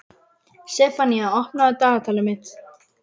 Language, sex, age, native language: Icelandic, male, 11, Icelandic